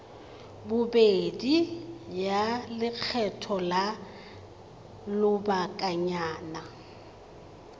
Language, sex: Tswana, female